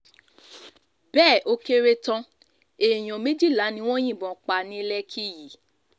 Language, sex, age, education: Yoruba, female, 15-29, tertiary